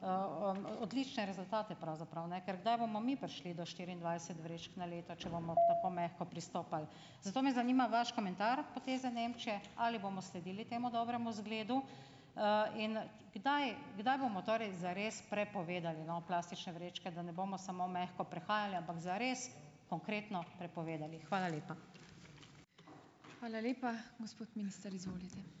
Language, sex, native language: Slovenian, female, Slovenian